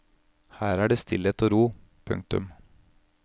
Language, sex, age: Norwegian, male, 31